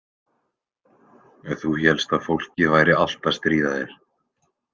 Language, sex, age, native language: Icelandic, male, 20-29, Icelandic